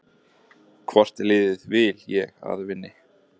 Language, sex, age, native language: Icelandic, male, 20-29, Icelandic